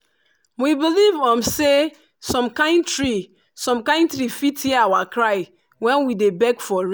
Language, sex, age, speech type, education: Nigerian Pidgin, female, 30-45, spontaneous, tertiary